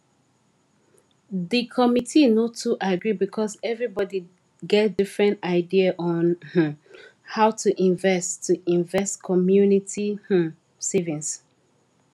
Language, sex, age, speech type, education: Nigerian Pidgin, female, 15-29, spontaneous, tertiary